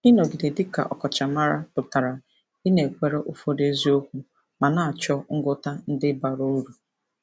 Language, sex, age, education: Igbo, female, 30-45, tertiary